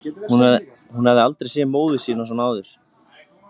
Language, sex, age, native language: Icelandic, male, 20-29, Icelandic